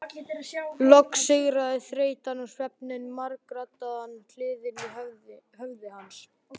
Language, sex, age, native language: Icelandic, male, 12, Icelandic